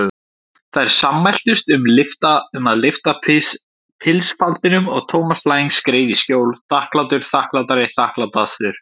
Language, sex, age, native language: Icelandic, male, 17, Icelandic